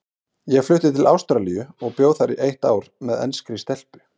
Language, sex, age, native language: Icelandic, male, 30-39, Icelandic